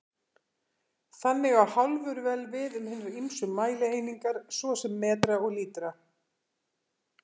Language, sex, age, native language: Icelandic, female, 50-59, Icelandic